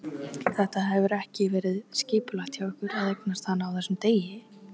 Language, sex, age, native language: Icelandic, female, 18-19, Icelandic